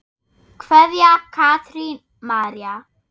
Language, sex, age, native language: Icelandic, female, 8, German